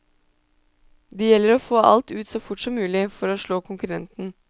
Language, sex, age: Norwegian, female, 26